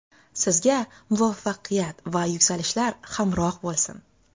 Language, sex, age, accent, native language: Uzbek, female, 25-34, Xorazm, Uzbek